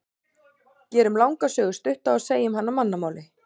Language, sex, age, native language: Icelandic, female, 40-49, Icelandic